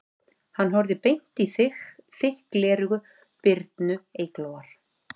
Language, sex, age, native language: Icelandic, female, 40-49, Icelandic